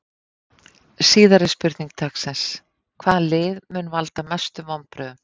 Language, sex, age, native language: Icelandic, female, 50-59, Icelandic